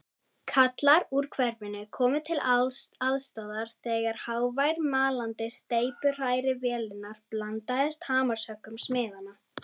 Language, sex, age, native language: Icelandic, female, 30-39, Icelandic